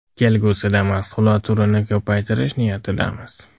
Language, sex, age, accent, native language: Uzbek, male, 18-24, Andijon, Uzbek